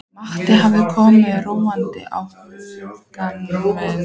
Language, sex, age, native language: Icelandic, female, 14, Icelandic